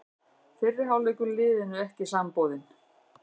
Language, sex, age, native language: Icelandic, female, 60-69, Icelandic